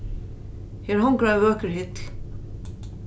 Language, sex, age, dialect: Faroese, female, 36-60, Norðuroyggjar